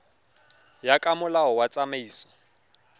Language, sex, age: Tswana, male, 23